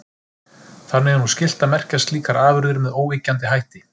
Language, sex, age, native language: Icelandic, male, 30-39, Icelandic